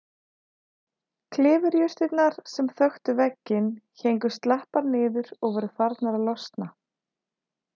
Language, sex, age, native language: Icelandic, female, 30-39, Icelandic